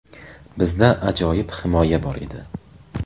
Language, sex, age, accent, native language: Uzbek, male, 18-24, Qashqadaryo, Uzbek